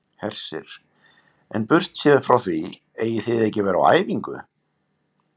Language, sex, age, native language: Icelandic, male, 50-59, Icelandic